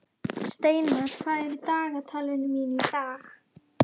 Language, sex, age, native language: Icelandic, female, 11, Icelandic